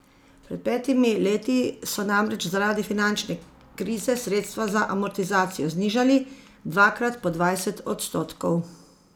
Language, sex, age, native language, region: Slovenian, female, 50-59, Slovenian, Zasavska region